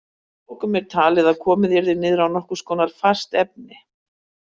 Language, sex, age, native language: Icelandic, female, 60-69, Icelandic